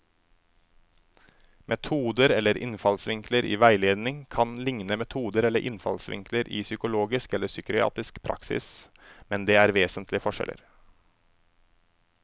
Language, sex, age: Norwegian, male, 27